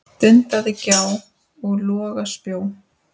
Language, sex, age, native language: Icelandic, male, 10, Icelandic